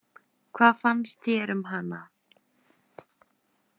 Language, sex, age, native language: Icelandic, female, 20-29, Icelandic